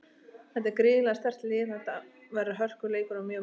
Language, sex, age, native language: Icelandic, female, 30-39, Icelandic